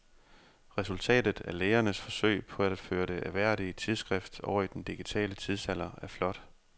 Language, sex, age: Danish, male, 30